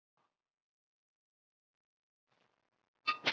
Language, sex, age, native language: Icelandic, male, 20-29, Albanian